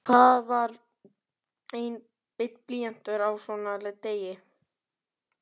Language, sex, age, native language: Icelandic, male, 12, Icelandic